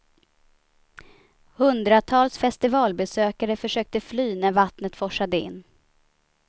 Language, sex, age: Swedish, female, 29